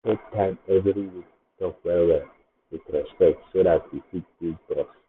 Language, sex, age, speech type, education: Nigerian Pidgin, male, 15-29, spontaneous, secondary